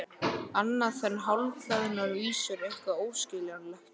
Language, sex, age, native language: Icelandic, male, 11, Icelandic